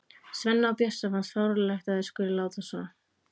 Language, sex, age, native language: Icelandic, female, 15, Icelandic